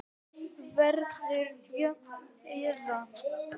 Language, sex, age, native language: Icelandic, male, 9, Icelandic